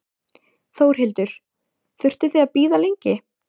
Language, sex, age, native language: Icelandic, female, 14, Icelandic